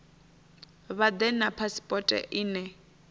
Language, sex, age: Venda, female, 21